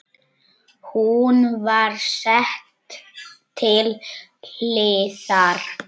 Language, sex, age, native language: Icelandic, male, 9, Icelandic